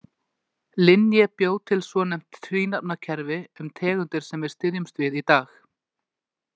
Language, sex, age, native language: Icelandic, male, 20-29, Icelandic